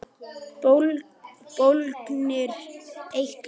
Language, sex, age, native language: Icelandic, male, 10, Icelandic